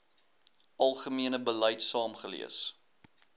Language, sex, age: Afrikaans, male, 21